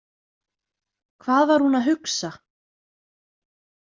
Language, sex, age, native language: Icelandic, female, 20-29, Icelandic